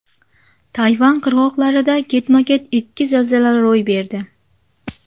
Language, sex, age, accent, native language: Uzbek, female, 19-29, Jizzax, Uzbek